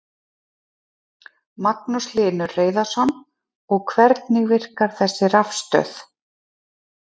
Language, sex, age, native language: Icelandic, female, 40-49, Icelandic